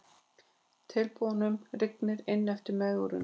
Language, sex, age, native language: Icelandic, female, 40-49, Icelandic